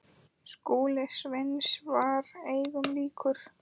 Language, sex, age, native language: Icelandic, male, 10, Icelandic